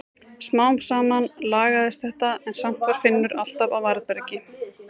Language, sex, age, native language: Icelandic, female, 30-39, Icelandic